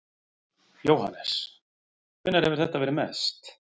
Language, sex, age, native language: Icelandic, male, 40-49, Icelandic